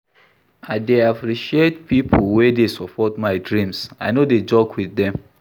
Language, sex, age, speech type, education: Nigerian Pidgin, male, 46-60, read, tertiary